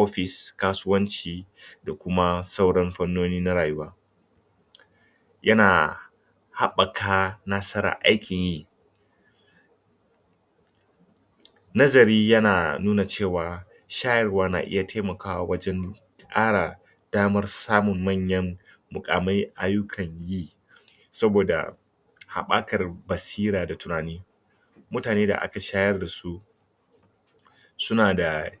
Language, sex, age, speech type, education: Hausa, male, 30-45, spontaneous, tertiary